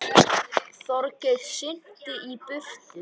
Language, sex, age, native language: Icelandic, male, 10, Icelandic